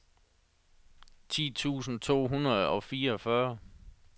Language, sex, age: Danish, male, 37